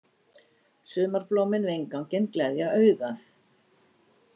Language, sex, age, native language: Icelandic, female, 60-69, Icelandic